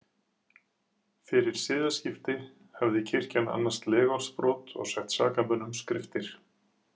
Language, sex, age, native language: Icelandic, male, 40-49, Icelandic